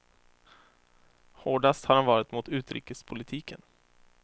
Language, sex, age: Swedish, male, 24